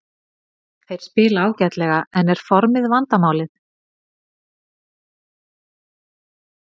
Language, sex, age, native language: Icelandic, female, 50-59, Icelandic